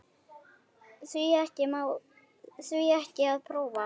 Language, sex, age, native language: Icelandic, female, 9, Icelandic